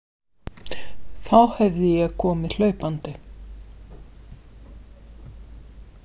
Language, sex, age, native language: Icelandic, female, 50-59, Icelandic